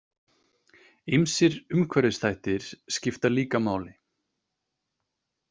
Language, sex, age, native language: Icelandic, male, 30-39, Icelandic